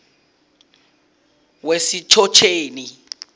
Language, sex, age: South Ndebele, male, 21